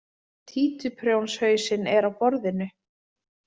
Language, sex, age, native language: Icelandic, female, 40-49, Icelandic